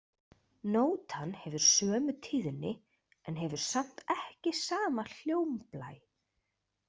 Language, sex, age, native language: Icelandic, female, 20-29, Icelandic